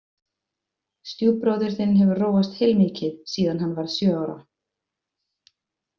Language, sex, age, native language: Icelandic, female, 50-59, Icelandic